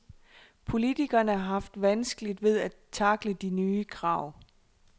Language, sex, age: Danish, female, 26